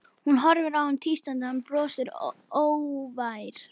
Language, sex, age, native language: Icelandic, female, 11, Icelandic